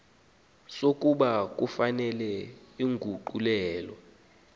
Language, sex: Xhosa, male